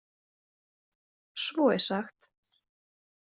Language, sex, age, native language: Icelandic, female, 20-29, Icelandic